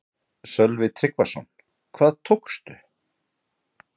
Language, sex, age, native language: Icelandic, male, 40-49, Icelandic